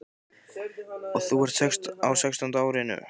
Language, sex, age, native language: Icelandic, male, 15, Icelandic